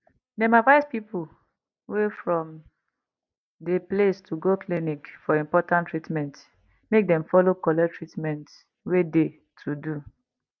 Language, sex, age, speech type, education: Nigerian Pidgin, female, 30-45, spontaneous, tertiary